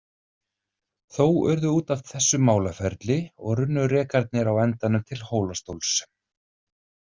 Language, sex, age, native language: Icelandic, male, 30-39, Icelandic